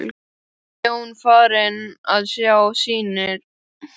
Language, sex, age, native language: Icelandic, female, 12, Icelandic